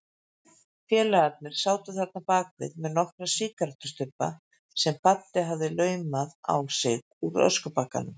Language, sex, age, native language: Icelandic, female, 50-59, Icelandic